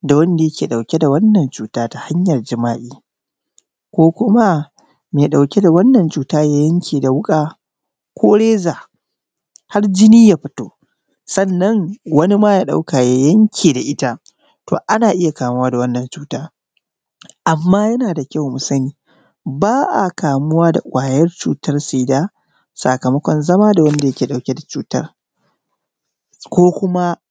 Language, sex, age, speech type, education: Hausa, male, 30-45, spontaneous, primary